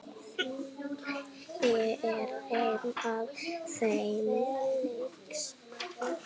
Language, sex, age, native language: Icelandic, female, 6, Icelandic